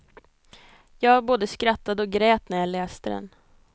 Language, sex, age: Swedish, female, 22